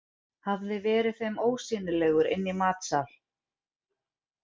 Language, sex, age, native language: Icelandic, female, 40-49, Icelandic